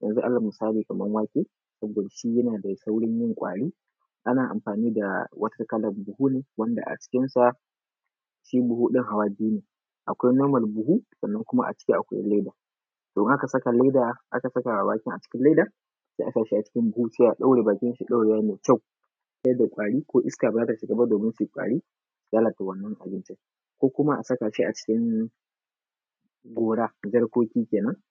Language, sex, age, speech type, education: Hausa, male, 15-29, spontaneous, tertiary